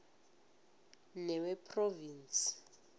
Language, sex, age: South Ndebele, female, 20